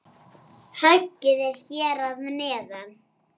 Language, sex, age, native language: Icelandic, female, 6, Icelandic